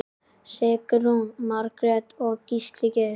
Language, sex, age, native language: Icelandic, male, 10, Icelandic